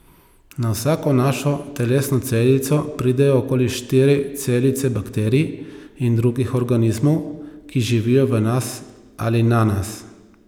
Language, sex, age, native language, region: Slovenian, male, 30-49, Slovenian, Savinja region